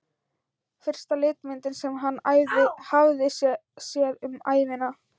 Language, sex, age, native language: Icelandic, female, 13, Thai